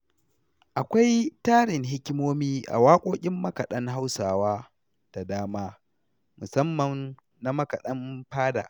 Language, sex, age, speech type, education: Hausa, male, 30-45, read, tertiary